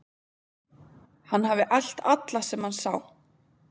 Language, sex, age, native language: Icelandic, female, 20-29, Icelandic